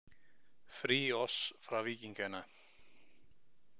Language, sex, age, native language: Icelandic, male, 40-49, Icelandic